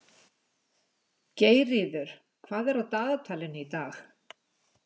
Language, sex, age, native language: Icelandic, female, 60-69, Icelandic